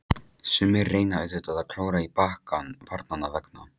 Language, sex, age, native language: Icelandic, male, 13, Polish